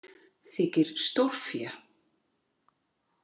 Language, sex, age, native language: Icelandic, female, 40-49, Icelandic